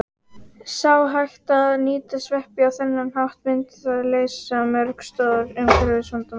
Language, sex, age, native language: Icelandic, female, 18-19, Icelandic